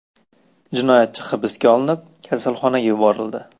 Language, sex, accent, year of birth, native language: Uzbek, male, Farg'ona, 1999, Uzbek